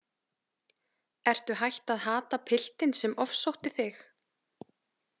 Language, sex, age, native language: Icelandic, female, 30-39, Icelandic